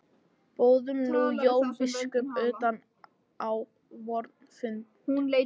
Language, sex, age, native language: Icelandic, female, 14, English